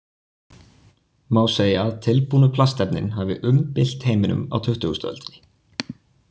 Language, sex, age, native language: Icelandic, male, 20-29, Icelandic